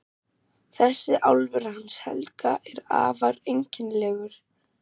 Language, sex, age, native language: Icelandic, male, 12, German